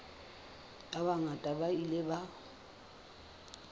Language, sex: Southern Sotho, female